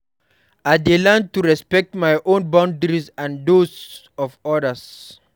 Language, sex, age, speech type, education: Nigerian Pidgin, male, 46-60, read, primary